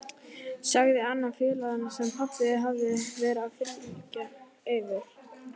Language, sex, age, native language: Icelandic, female, 11, Icelandic